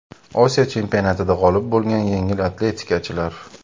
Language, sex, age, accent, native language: Uzbek, male, 25-34, Farg'ona, Uzbek